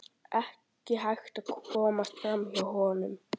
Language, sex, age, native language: Icelandic, male, 12, Icelandic